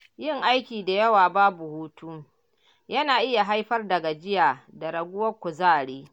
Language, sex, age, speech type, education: Hausa, female, 60+, read, primary